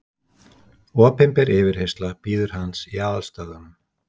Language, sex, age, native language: Icelandic, male, 60-69, Icelandic